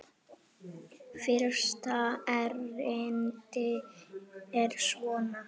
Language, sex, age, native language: Icelandic, female, 8, Icelandic